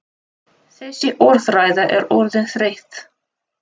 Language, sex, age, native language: Icelandic, female, 30-39, Russian